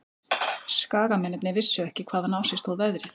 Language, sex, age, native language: Icelandic, female, 30-39, Icelandic